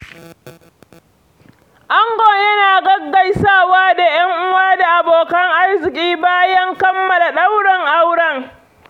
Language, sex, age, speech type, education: Hausa, female, 46-60, read, secondary